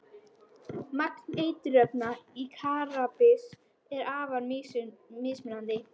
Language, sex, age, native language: Icelandic, female, 13, Icelandic